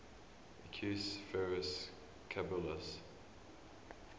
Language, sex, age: English, male, 23